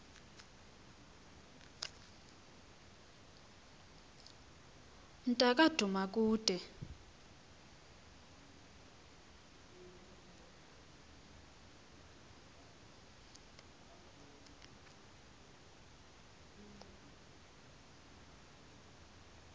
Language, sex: Xhosa, female